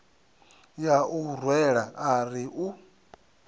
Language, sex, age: Venda, male, 39